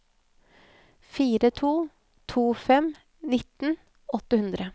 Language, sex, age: Norwegian, female, 24